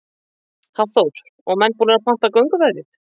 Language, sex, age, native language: Icelandic, female, 50-59, Icelandic